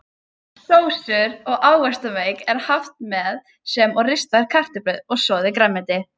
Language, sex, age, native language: Icelandic, female, 20-29, Icelandic